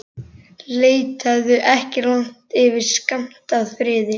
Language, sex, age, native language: Icelandic, male, 11, Icelandic